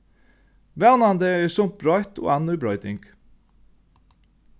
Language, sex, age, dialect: Faroese, male, 36-60, Norðurstreymoy/Eysturoy